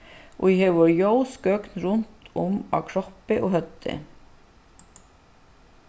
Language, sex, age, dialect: Faroese, female, 36-60, Suðuroy